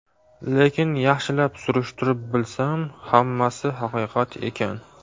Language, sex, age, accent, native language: Uzbek, male, 18-24, Farg'ona, Uzbek